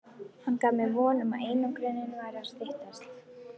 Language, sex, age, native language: Icelandic, female, 11, Icelandic